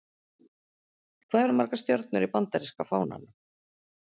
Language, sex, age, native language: Icelandic, female, 40-49, Icelandic